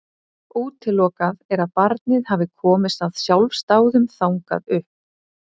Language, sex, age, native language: Icelandic, female, 30-39, Icelandic